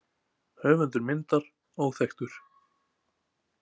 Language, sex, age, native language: Icelandic, male, 20-29, Icelandic